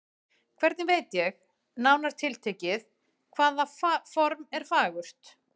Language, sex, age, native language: Icelandic, female, 40-49, Icelandic